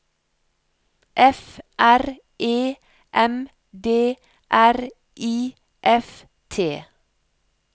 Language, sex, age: Norwegian, female, 56